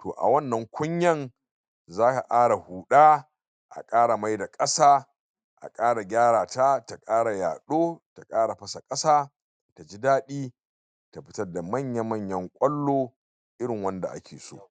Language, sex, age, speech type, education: Hausa, male, 46-60, spontaneous, tertiary